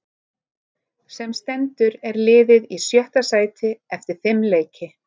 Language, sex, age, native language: Icelandic, female, 30-39, Icelandic